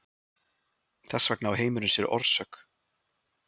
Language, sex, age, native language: Icelandic, male, 20-29, Icelandic